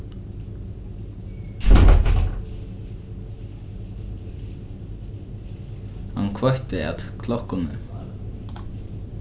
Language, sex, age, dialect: Faroese, male, 15-35, Norðuroyggjar